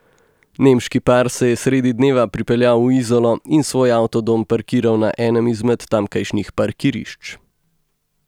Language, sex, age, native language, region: Slovenian, male, 18-29, Slovenian, Gorenjska region